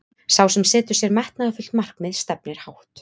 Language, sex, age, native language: Icelandic, female, 20-29, Icelandic